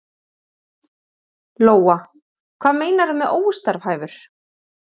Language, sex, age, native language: Icelandic, female, 30-39, Icelandic